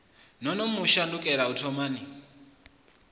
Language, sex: Venda, male